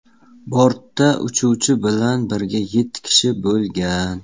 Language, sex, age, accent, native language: Uzbek, male, 19-29, Surxondaryo, Uzbek